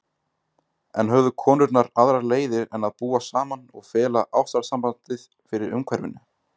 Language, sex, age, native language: Icelandic, male, 20-29, Icelandic